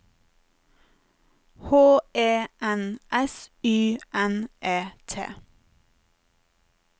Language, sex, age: Norwegian, female, 30